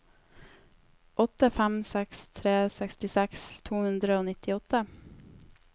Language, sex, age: Norwegian, female, 18